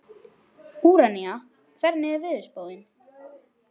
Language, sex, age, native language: Icelandic, male, 12, Icelandic